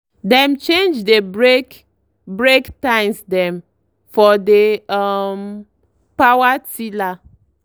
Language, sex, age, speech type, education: Nigerian Pidgin, female, 30-45, spontaneous, tertiary